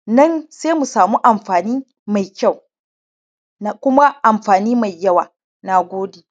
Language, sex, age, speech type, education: Hausa, male, 15-29, spontaneous, primary